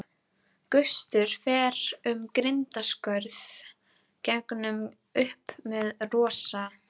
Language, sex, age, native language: Icelandic, female, 12, Icelandic